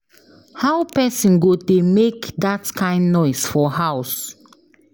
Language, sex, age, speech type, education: Nigerian Pidgin, female, 15-29, spontaneous, tertiary